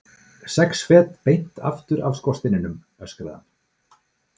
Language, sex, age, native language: Icelandic, male, 40-49, Icelandic